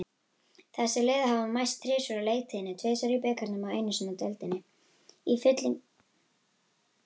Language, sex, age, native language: Icelandic, female, 18-19, Icelandic